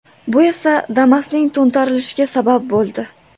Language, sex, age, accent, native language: Uzbek, female, 18-24, Toshkent viloyati, Uzbek